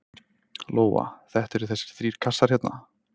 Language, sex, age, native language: Icelandic, male, 30-39, Icelandic